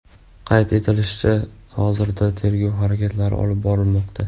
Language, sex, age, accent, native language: Uzbek, male, 12-17, Farg'ona, Russian